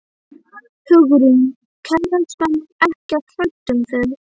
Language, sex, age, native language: Icelandic, female, 11, Icelandic